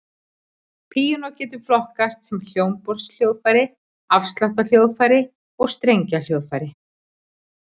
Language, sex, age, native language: Icelandic, female, 40-49, Icelandic